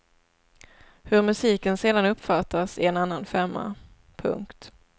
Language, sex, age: Swedish, female, 27